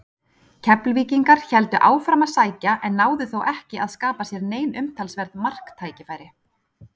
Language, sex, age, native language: Icelandic, female, 30-39, Icelandic